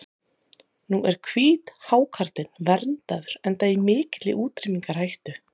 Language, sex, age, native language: Icelandic, female, 30-39, Icelandic